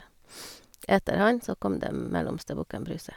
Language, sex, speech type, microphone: Norwegian, female, spontaneous, Sennheiser